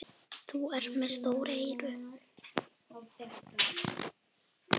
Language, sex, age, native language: Icelandic, male, 10, Icelandic